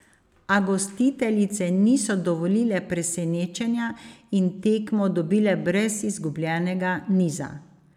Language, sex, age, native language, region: Slovenian, female, 50-59, Slovenian, Savinja region